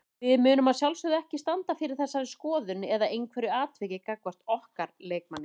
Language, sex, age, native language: Icelandic, female, 30-39, Icelandic